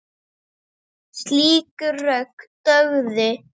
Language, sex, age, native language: Icelandic, female, 7, Icelandic